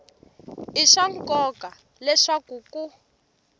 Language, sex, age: Tsonga, female, 18